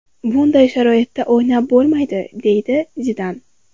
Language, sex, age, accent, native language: Uzbek, female, 18-24, Farg'ona, Uzbek